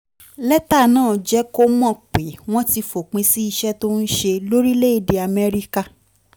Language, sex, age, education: Yoruba, female, 15-29, tertiary